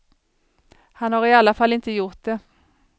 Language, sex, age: Swedish, female, 40